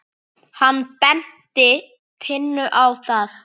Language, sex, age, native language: Icelandic, female, 8, Icelandic